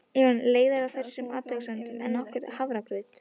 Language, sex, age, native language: Icelandic, female, 12, Icelandic